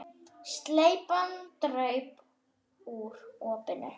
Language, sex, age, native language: Icelandic, female, 9, Icelandic